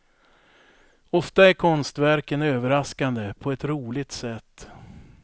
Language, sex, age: Swedish, male, 42